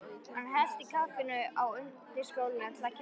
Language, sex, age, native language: Icelandic, female, 13, Icelandic